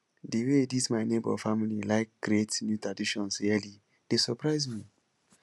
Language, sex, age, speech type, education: Nigerian Pidgin, male, 15-29, spontaneous, tertiary